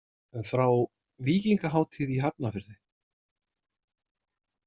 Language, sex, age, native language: Icelandic, male, 60-69, Icelandic